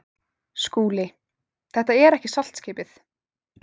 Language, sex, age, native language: Icelandic, female, 18-19, Icelandic